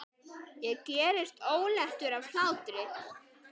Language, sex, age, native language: Icelandic, male, 10, Icelandic